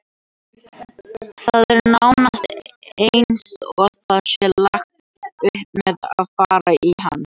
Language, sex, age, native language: Icelandic, other, 18-19, Icelandic